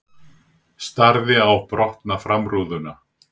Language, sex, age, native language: Icelandic, male, 60-69, Icelandic